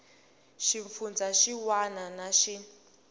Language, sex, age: Tsonga, female, 18